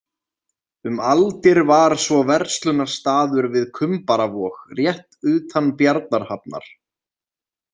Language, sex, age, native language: Icelandic, male, 20-29, Icelandic